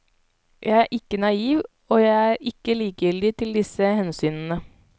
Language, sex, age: Norwegian, female, 32